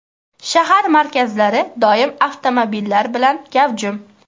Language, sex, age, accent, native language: Uzbek, female, 18-24, Qashqadaryo, Uzbek